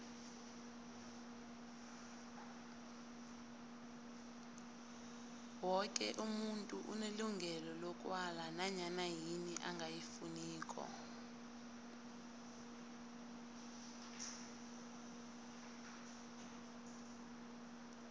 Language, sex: South Ndebele, female